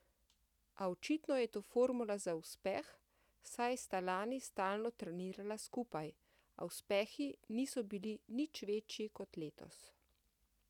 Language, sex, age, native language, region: Slovenian, female, 50-59, Slovenian, Central Slovenia